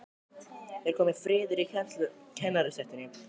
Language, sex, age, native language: Icelandic, male, 12, Icelandic